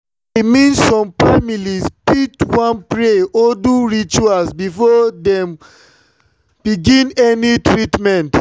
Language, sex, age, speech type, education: Nigerian Pidgin, male, 30-45, spontaneous, tertiary